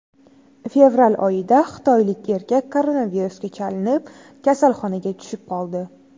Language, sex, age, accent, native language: Uzbek, female, 18-24, Navoiy, Uzbek